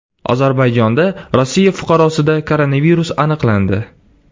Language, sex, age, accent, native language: Uzbek, male, 18-24, Surxondaryo, Uzbek